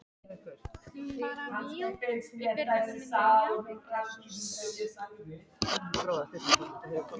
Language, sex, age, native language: Icelandic, male, 18-19, Polish